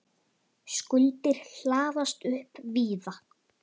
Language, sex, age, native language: Icelandic, male, 10, Icelandic